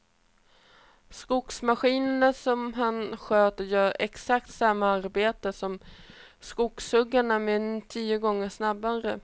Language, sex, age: Swedish, female, 28